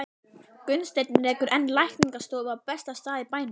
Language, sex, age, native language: Icelandic, female, 11, Icelandic